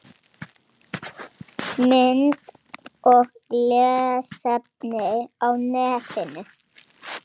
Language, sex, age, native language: Icelandic, female, 7, Icelandic